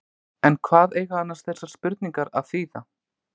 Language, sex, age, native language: Icelandic, male, 20-29, Icelandic